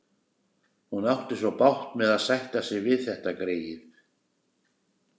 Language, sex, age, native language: Icelandic, male, 60-69, Icelandic